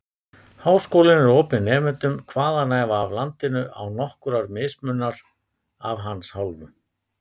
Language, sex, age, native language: Icelandic, male, 50-59, Icelandic